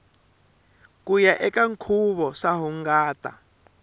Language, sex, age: Tsonga, male, 23